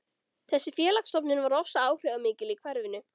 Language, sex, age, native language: Icelandic, female, 13, Icelandic